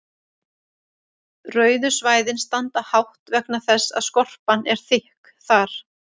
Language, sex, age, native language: Icelandic, female, 30-39, Icelandic